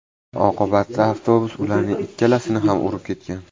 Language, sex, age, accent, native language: Uzbek, male, 18-24, Namangan, Uzbek